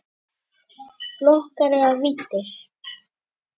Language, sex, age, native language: Icelandic, male, 10, Icelandic